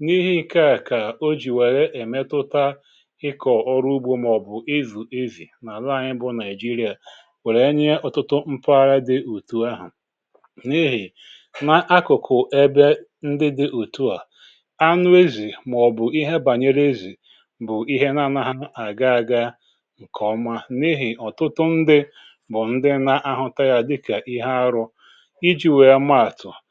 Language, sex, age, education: Igbo, male, 46-60, tertiary